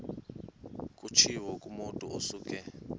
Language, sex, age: Xhosa, male, 19